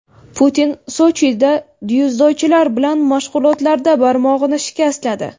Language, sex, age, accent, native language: Uzbek, female, 18-24, Navoiy, Uzbek